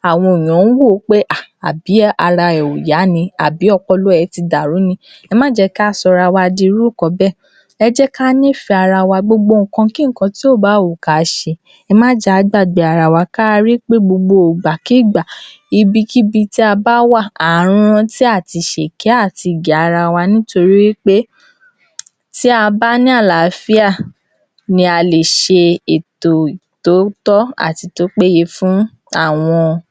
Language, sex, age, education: Yoruba, female, 46-60, tertiary